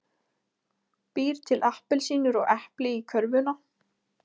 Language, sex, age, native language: Icelandic, female, 20-29, Icelandic